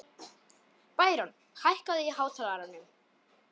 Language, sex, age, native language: Icelandic, male, 18-19, Polish